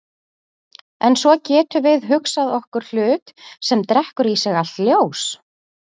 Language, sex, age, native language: Icelandic, female, 40-49, Icelandic